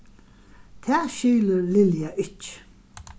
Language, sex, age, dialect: Faroese, female, 61+, Vágar